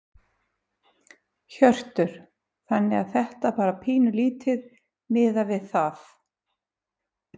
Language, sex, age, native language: Icelandic, female, 50-59, Icelandic